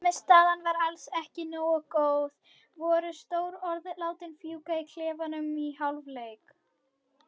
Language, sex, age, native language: Icelandic, female, 21, Icelandic